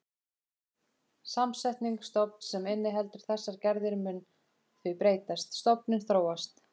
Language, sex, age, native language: Icelandic, female, 20-29, Icelandic